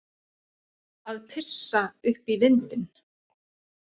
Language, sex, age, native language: Icelandic, female, 40-49, Icelandic